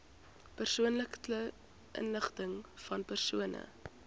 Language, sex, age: Afrikaans, female, 21